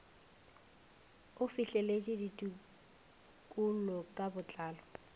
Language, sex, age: Northern Sotho, female, 21